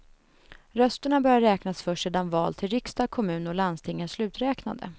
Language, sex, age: Swedish, female, 21